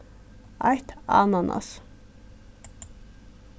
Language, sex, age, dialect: Faroese, female, 36-60, Suðurstreymoy